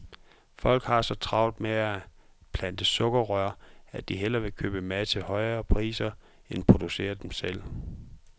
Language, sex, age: Danish, male, 44